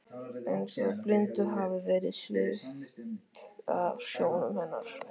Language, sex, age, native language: Icelandic, male, 13, Icelandic